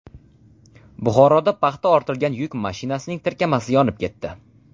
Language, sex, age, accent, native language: Uzbek, male, under 19, Farg'ona, Uzbek